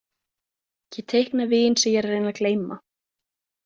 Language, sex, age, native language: Icelandic, female, 20-29, Icelandic